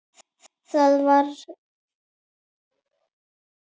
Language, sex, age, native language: Icelandic, female, 9, Icelandic